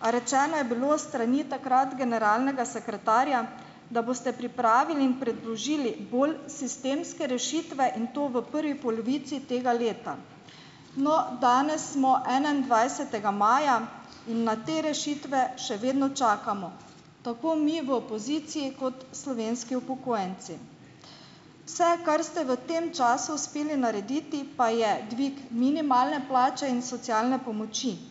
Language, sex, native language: Slovenian, female, Slovenian